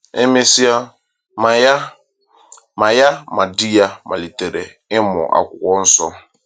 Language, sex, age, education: Igbo, male, 15-29, tertiary